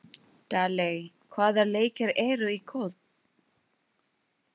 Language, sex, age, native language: Icelandic, female, 20-29, Filipino